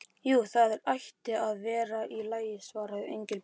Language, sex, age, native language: Icelandic, male, 11, Icelandic